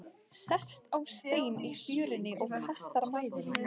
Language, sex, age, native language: Icelandic, female, 15, Icelandic